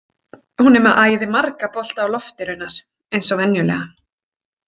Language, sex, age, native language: Icelandic, female, 40-49, Icelandic